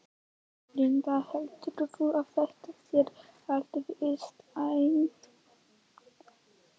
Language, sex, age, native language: Icelandic, male, 11, Icelandic